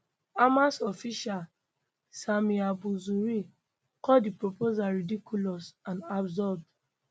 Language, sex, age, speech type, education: Nigerian Pidgin, female, 15-29, spontaneous, tertiary